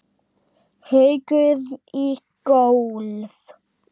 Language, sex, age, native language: Icelandic, female, 8, Icelandic